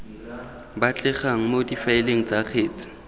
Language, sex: Tswana, male